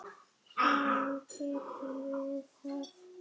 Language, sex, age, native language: Icelandic, female, 8, Icelandic